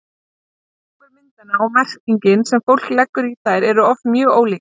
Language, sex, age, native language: Icelandic, female, 20-29, Icelandic